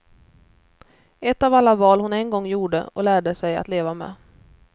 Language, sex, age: Swedish, female, 29